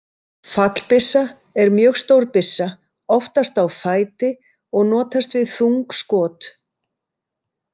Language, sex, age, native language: Icelandic, female, 50-59, Icelandic